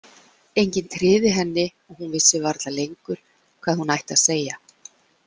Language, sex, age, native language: Icelandic, female, 40-49, Icelandic